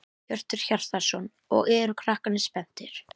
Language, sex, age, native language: Icelandic, female, 11, Icelandic